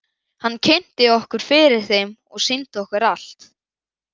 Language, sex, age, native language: Icelandic, male, 11, Icelandic